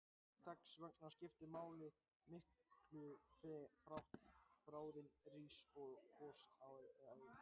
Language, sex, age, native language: Icelandic, male, 18-19, Icelandic